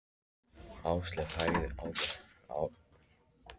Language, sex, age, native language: Icelandic, male, 13, Icelandic